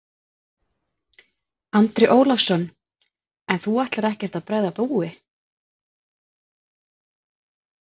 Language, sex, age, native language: Icelandic, female, 40-49, Icelandic